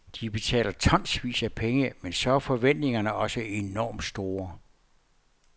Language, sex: Danish, male